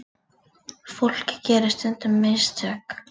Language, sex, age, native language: Icelandic, female, 40-49, Icelandic